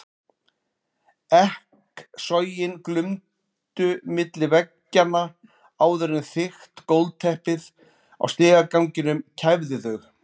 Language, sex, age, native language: Icelandic, male, 40-49, Icelandic